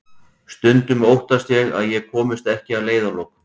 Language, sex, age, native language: Icelandic, male, 40-49, Icelandic